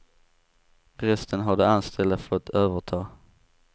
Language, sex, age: Swedish, male, 18